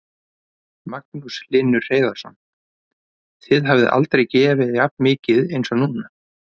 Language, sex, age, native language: Icelandic, male, 30-39, Icelandic